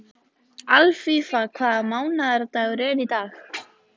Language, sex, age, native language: Icelandic, female, 14, Icelandic